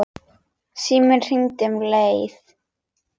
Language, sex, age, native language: Icelandic, female, 9, Icelandic